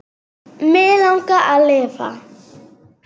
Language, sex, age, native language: Icelandic, female, 9, Serbo-Croatian